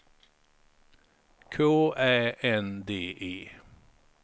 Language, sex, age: Swedish, male, 53